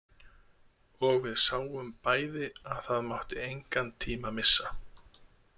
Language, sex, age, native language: Icelandic, male, 30-39, Icelandic